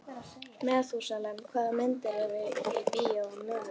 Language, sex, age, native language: Icelandic, female, 11, Icelandic